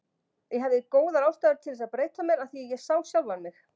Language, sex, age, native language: Icelandic, female, 50-59, Icelandic